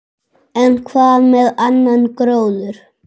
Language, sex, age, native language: Icelandic, male, 8, Icelandic